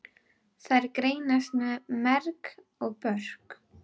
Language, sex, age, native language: Icelandic, female, 12, Icelandic